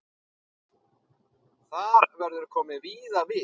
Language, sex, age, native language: Icelandic, male, 9, Icelandic